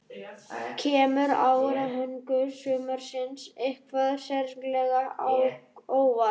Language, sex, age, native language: Icelandic, male, 18-19, Icelandic